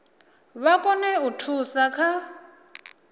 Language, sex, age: Venda, female, 24